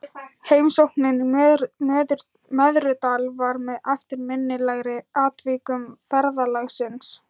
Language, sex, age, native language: Icelandic, female, 13, Thai